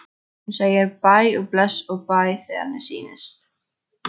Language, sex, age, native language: Icelandic, female, 14, Icelandic